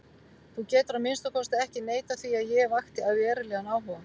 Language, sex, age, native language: Icelandic, female, 50-59, Icelandic